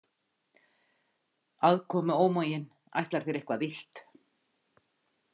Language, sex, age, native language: Icelandic, female, 50-59, Icelandic